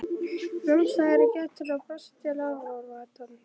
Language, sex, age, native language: Icelandic, male, 11, Icelandic